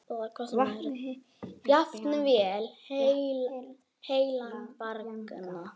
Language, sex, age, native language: Icelandic, male, 6, Icelandic